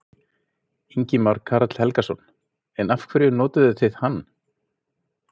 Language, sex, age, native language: Icelandic, male, 50-59, Icelandic